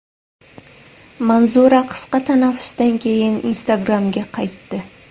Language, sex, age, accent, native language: Uzbek, female, 18-24, Samarqand, Uzbek